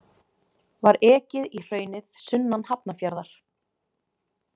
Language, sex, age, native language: Icelandic, female, 20-29, Icelandic